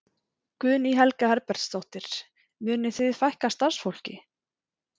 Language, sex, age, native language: Icelandic, female, 40-49, Icelandic